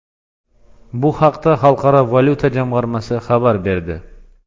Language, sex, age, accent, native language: Uzbek, male, 35+, Xorazm, Uzbek